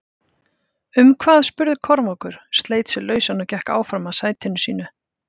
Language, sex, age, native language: Icelandic, female, 50-59, Icelandic